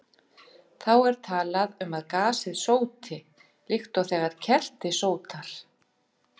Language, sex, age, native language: Icelandic, female, 50-59, Icelandic